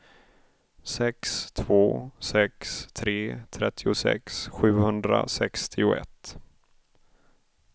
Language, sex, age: Swedish, male, 31